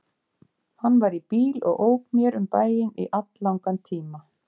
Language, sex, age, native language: Icelandic, female, 50-59, Icelandic